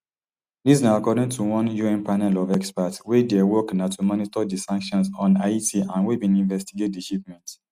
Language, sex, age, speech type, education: Nigerian Pidgin, male, 30-45, spontaneous, tertiary